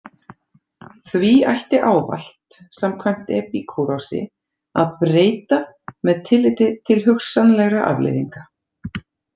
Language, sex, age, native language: Icelandic, female, 40-49, Icelandic